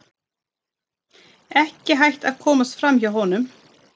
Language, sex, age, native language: Icelandic, female, 30-39, Swedish